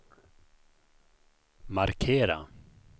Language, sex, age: Swedish, male, 51